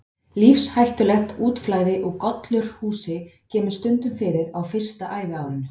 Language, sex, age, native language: Icelandic, female, 30-39, Icelandic